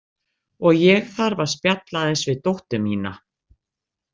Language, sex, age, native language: Icelandic, female, 60-69, Icelandic